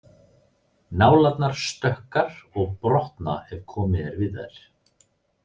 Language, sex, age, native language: Icelandic, male, 30-39, Icelandic